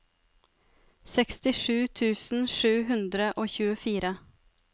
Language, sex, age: Norwegian, female, 33